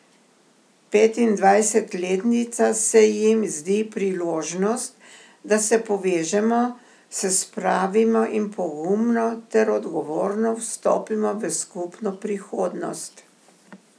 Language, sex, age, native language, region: Slovenian, female, 60+, Slovenian, Primorsko-notranjska region